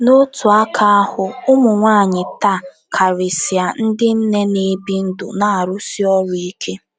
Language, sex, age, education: Igbo, female, 15-29, tertiary